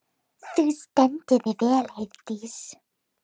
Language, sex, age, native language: Icelandic, female, 12, Icelandic